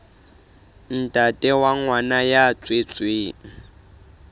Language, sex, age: Southern Sotho, male, 24